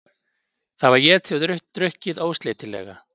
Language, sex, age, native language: Icelandic, male, 50-59, Icelandic